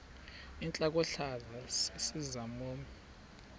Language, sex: Xhosa, male